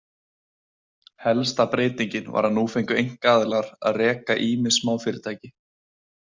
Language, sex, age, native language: Icelandic, male, 20-29, Icelandic